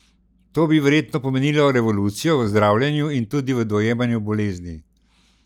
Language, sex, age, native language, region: Slovenian, male, 60+, Slovenian, Central Slovenia